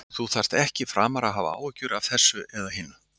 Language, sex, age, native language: Icelandic, male, 60-69, Icelandic